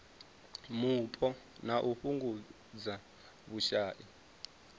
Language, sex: Venda, male